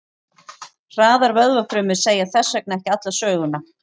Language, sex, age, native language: Icelandic, female, 40-49, Icelandic